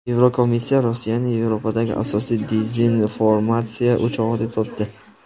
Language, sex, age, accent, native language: Uzbek, male, 19-29, Farg'ona, Uzbek